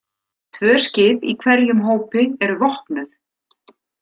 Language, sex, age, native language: Icelandic, female, 60-69, Icelandic